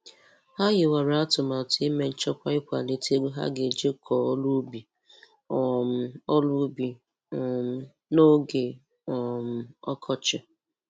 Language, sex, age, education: Igbo, female, 15-29, tertiary